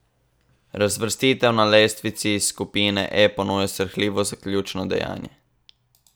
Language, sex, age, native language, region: Slovenian, male, 18-29, Slovenian, Southeast Slovenia